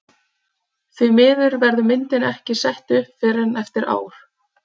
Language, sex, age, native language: Icelandic, female, 30-39, Icelandic